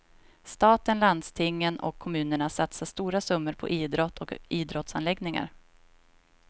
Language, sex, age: Swedish, female, 26